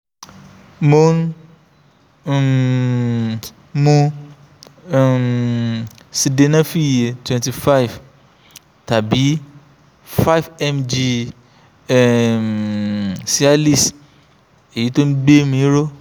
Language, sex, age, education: Yoruba, male, 15-29, tertiary